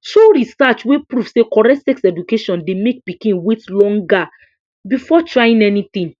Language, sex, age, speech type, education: Nigerian Pidgin, female, 46-60, spontaneous, tertiary